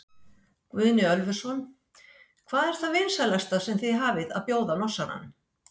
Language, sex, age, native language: Icelandic, female, 60-69, Icelandic